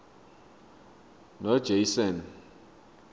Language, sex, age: South Ndebele, male, 23